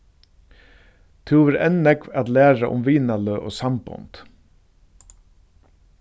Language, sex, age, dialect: Faroese, male, 36-60, Suðurstreymoy